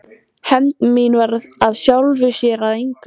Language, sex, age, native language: Icelandic, female, 14, Icelandic